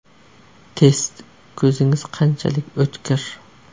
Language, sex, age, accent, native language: Uzbek, male, 25-34, Surxondaryo, Uzbek